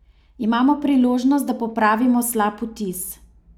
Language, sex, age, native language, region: Slovenian, female, 30-49, Slovenian, Savinja region